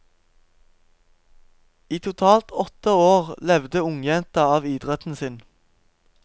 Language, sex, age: Norwegian, male, 17